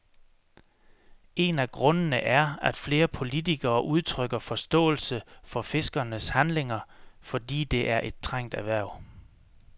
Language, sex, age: Danish, male, 33